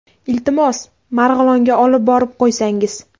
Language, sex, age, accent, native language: Uzbek, female, 18-24, Andijon, Uzbek